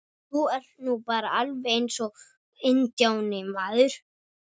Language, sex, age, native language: Icelandic, male, 12, Icelandic